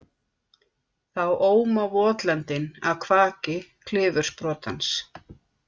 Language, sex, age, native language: Icelandic, female, 50-59, Icelandic